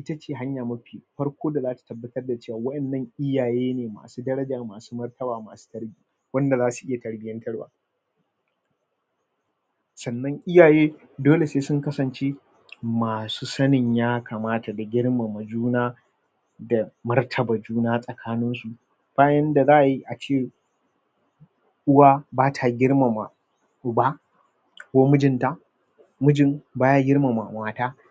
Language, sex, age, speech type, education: Hausa, male, 30-45, spontaneous, tertiary